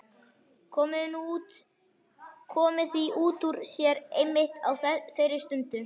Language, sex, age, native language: Icelandic, male, 11, Icelandic